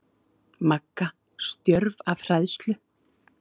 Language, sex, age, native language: Icelandic, female, 30-39, Icelandic